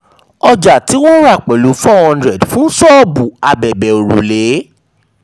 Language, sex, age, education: Yoruba, male, 30-45, tertiary